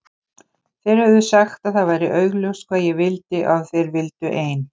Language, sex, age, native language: Icelandic, female, 50-59, Icelandic